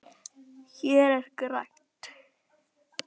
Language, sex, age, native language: Icelandic, female, 10, Icelandic